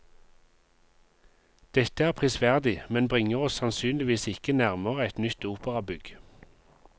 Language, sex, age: Norwegian, male, 51